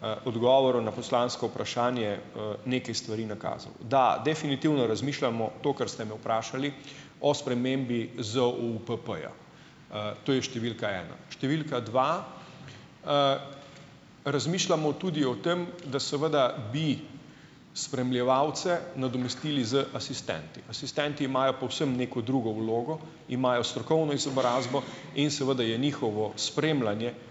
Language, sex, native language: Slovenian, male, Slovenian